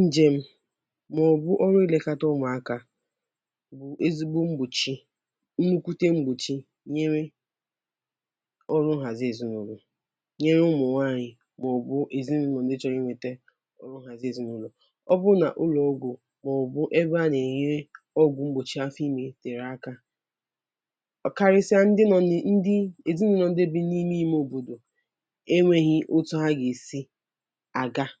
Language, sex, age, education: Igbo, female, 15-29, tertiary